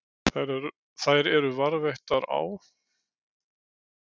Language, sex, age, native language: Icelandic, male, 60-69, Icelandic